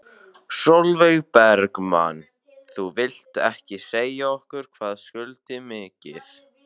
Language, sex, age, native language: Icelandic, male, 11, Icelandic